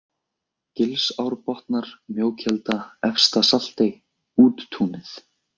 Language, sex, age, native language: Icelandic, male, 20-29, Icelandic